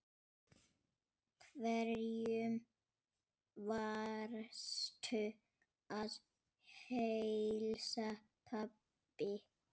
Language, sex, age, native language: Icelandic, male, 6, Icelandic